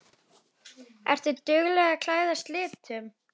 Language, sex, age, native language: Icelandic, female, 10, Icelandic